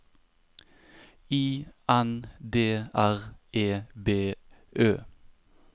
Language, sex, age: Norwegian, male, 30